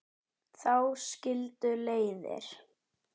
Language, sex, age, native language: Icelandic, female, 10, Icelandic